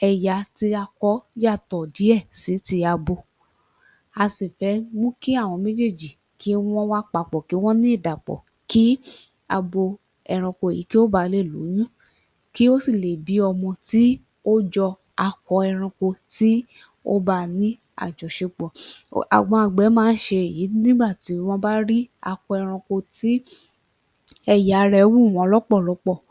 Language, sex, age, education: Yoruba, female, 30-45, tertiary